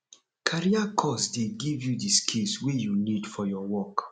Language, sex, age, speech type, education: Nigerian Pidgin, male, 30-45, spontaneous, tertiary